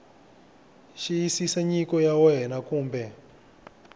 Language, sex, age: Tsonga, male, 21